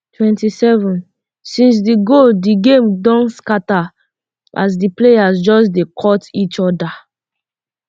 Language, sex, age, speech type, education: Nigerian Pidgin, female, 15-29, spontaneous, secondary